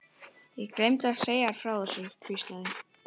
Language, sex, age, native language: Icelandic, female, 12, Icelandic